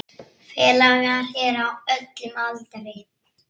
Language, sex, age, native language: Icelandic, male, 6, Icelandic